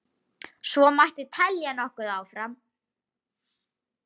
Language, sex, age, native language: Icelandic, female, 8, Icelandic